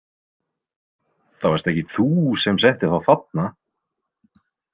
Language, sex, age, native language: Icelandic, male, 20-29, Icelandic